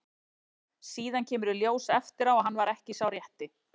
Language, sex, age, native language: Icelandic, female, 40-49, Icelandic